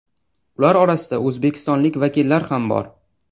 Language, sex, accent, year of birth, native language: Uzbek, male, Toshkent shahri, 2002, Uzbek